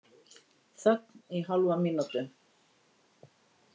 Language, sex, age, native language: Icelandic, female, 60-69, Icelandic